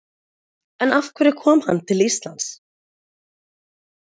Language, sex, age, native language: Icelandic, female, 40-49, Icelandic